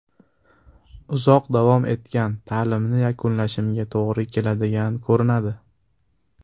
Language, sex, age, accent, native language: Uzbek, male, under 19, Farg'ona, Uzbek